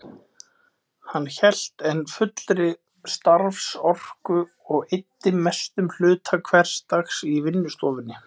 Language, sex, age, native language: Icelandic, male, 20-29, Icelandic